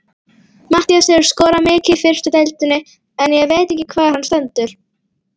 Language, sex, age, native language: Icelandic, female, 18-19, Icelandic